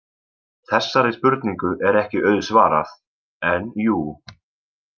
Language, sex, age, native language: Icelandic, male, 20-29, Icelandic